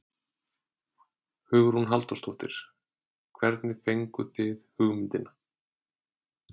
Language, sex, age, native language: Icelandic, male, 30-39, Icelandic